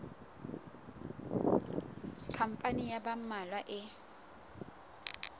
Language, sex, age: Southern Sotho, female, 19